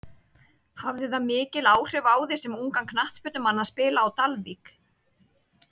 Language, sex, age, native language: Icelandic, female, 30-39, Icelandic